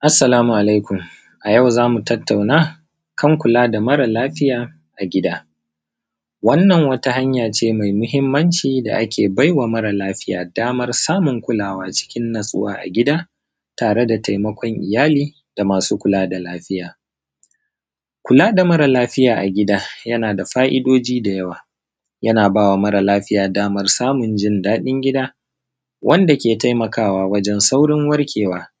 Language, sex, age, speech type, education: Hausa, male, 30-45, spontaneous, primary